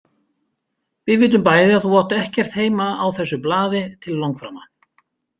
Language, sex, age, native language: Icelandic, male, 50-59, Icelandic